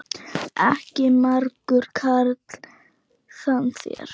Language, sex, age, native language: Icelandic, female, 9, Icelandic